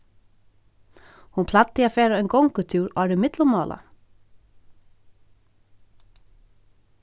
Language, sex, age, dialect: Faroese, female, 36-60, Norðurstreymoy/Eysturoy